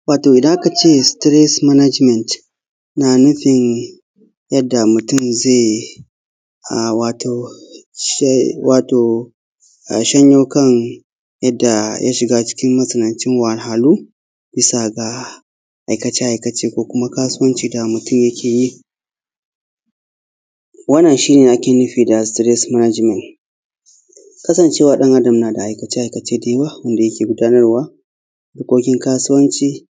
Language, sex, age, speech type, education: Hausa, male, 15-29, spontaneous, tertiary